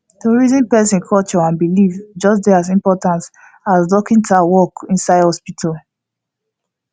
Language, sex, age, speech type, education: Nigerian Pidgin, female, 15-29, spontaneous, tertiary